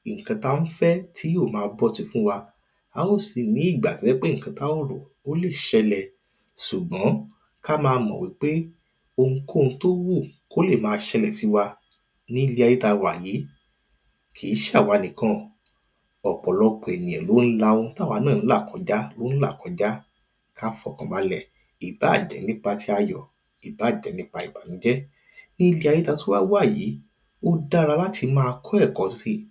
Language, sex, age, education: Yoruba, male, 30-45, primary